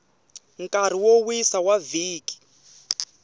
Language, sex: Tsonga, male